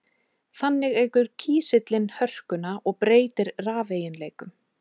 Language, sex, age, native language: Icelandic, female, 30-39, Icelandic